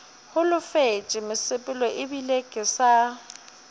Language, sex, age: Northern Sotho, female, 30